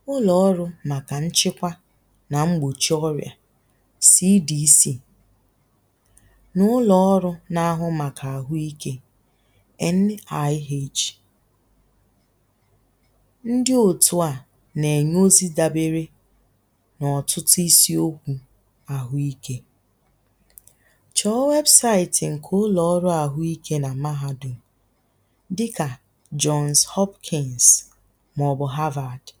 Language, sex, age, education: Igbo, female, 15-29, tertiary